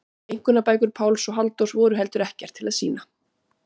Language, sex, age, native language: Icelandic, female, 40-49, Icelandic